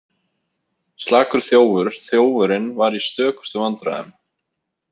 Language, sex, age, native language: Icelandic, male, 30-39, Icelandic